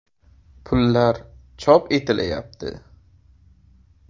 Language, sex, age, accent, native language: Uzbek, male, 18-24, Qashqadaryo, Uzbek